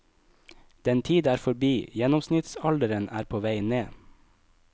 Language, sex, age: Norwegian, male, 25